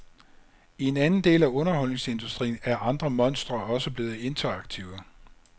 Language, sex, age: Danish, male, 56